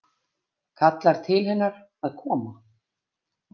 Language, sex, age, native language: Icelandic, female, 50-59, Icelandic